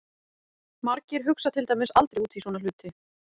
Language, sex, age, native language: Icelandic, female, 40-49, Icelandic